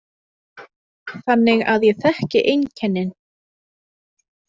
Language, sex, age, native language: Icelandic, female, 30-39, Icelandic